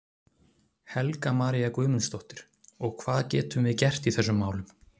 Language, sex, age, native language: Icelandic, male, 30-39, Icelandic